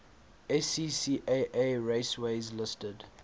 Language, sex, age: English, male, 22